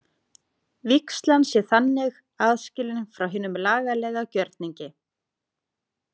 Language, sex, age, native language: Icelandic, female, 30-39, Icelandic